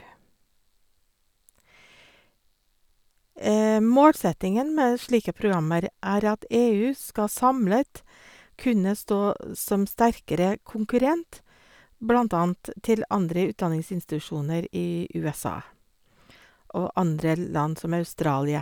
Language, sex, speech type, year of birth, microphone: Norwegian, female, spontaneous, 1956, Sennheiser